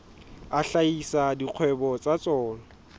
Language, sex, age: Southern Sotho, male, 20